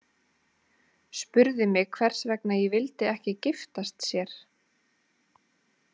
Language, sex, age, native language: Icelandic, female, 30-39, Icelandic